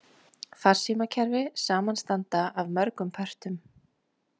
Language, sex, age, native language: Icelandic, female, 20-29, Icelandic